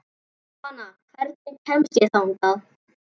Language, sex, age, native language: Icelandic, male, 11, Icelandic